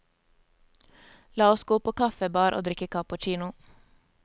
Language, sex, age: Norwegian, female, 27